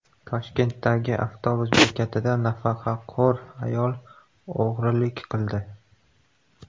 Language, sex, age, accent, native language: Uzbek, male, 18-24, Qashqadaryo, Uzbek